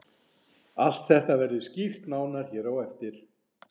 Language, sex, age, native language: Icelandic, male, 40-49, Icelandic